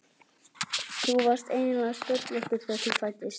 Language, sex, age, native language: Icelandic, other, 11, Icelandic